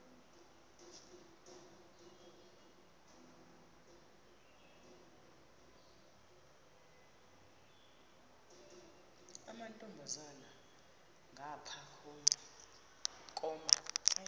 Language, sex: Xhosa, female